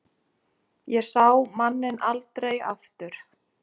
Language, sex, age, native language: Icelandic, female, 6, Icelandic